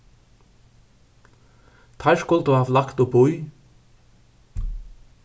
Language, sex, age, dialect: Faroese, male, 61+, Suðurstreymoy